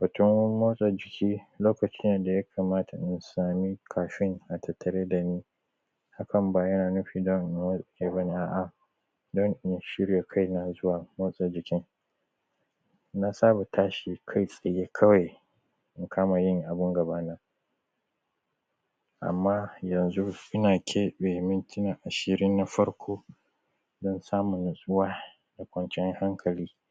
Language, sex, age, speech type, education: Hausa, male, 30-45, spontaneous, primary